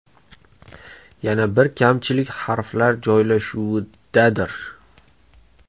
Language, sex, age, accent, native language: Uzbek, male, 25-34, Toshkent shahri, Uzbek